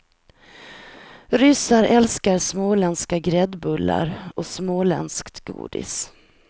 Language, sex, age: Swedish, female, 43